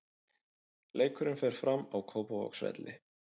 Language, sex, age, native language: Icelandic, male, 20-29, Icelandic